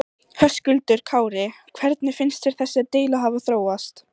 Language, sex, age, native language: Icelandic, female, 14, Icelandic